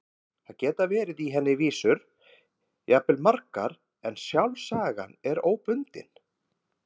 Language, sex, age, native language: Icelandic, male, 50-59, Icelandic